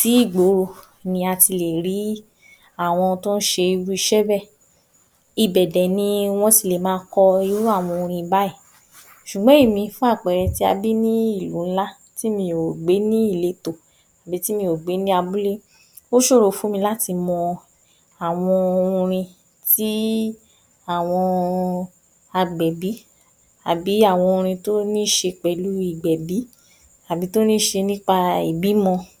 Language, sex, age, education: Yoruba, female, 46-60, tertiary